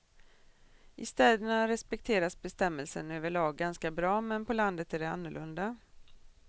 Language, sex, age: Swedish, female, 40